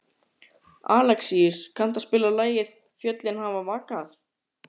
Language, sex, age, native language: Icelandic, male, 14, Icelandic